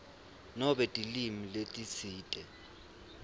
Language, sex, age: Swati, male, 23